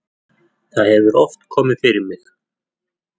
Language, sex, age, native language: Icelandic, male, 40-49, Icelandic